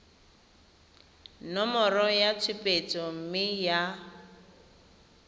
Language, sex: Tswana, female